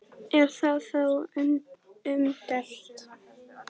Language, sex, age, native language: Icelandic, female, 10, Icelandic